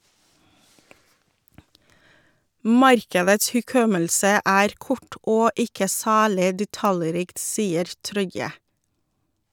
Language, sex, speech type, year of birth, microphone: Norwegian, female, read, 1982, Shure